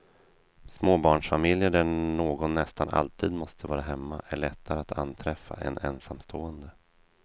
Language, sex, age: Swedish, male, 32